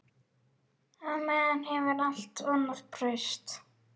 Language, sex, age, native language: Icelandic, female, 12, Icelandic